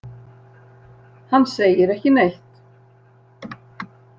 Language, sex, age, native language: Icelandic, female, 60-69, Icelandic